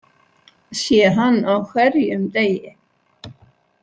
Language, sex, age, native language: Icelandic, female, 60-69, Icelandic